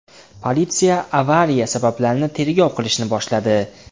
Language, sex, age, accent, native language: Uzbek, male, 18-24, Andijon, Uzbek